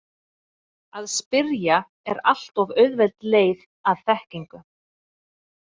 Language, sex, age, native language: Icelandic, female, 30-39, Icelandic